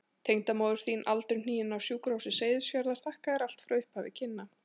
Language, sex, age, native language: Icelandic, male, 40-49, Icelandic